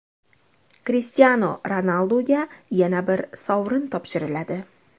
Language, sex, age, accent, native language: Uzbek, female, 25-34, Andijon, Uzbek